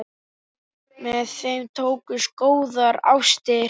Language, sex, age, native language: Icelandic, male, 10, Icelandic